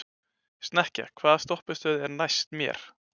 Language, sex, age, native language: Icelandic, male, 20-29, Icelandic